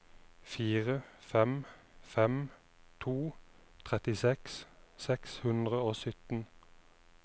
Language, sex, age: Norwegian, male, 29